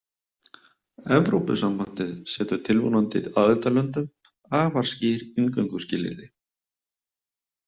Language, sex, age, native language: Icelandic, male, 30-39, Icelandic